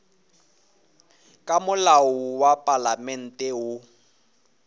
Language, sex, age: Northern Sotho, male, 24